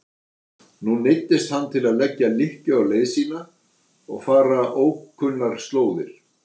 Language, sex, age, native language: Icelandic, male, 60-69, Icelandic